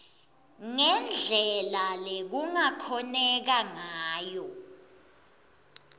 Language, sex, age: Swati, female, 22